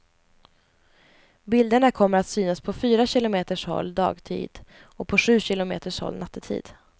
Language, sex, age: Swedish, female, 20